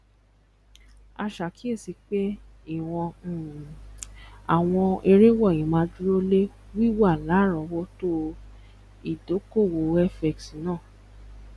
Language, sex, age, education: Yoruba, female, 15-29, tertiary